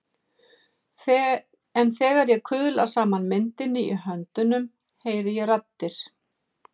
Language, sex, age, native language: Icelandic, female, 50-59, Icelandic